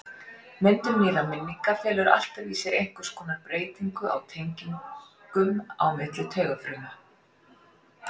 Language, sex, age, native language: Icelandic, female, 40-49, Icelandic